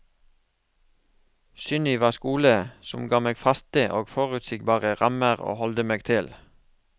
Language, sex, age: Norwegian, male, 36